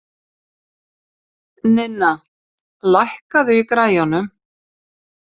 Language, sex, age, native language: Icelandic, female, 50-59, Icelandic